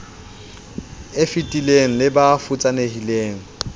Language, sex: Southern Sotho, male